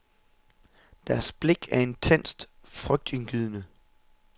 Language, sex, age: Danish, male, 27